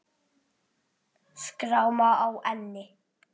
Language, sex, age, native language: Icelandic, male, 8, Icelandic